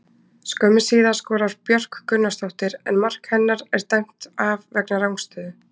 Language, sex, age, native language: Icelandic, female, 20-29, Icelandic